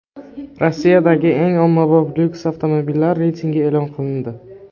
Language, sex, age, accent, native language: Uzbek, male, under 19, Navoiy, Uzbek